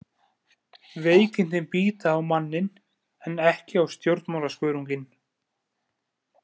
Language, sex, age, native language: Icelandic, male, 20-29, Icelandic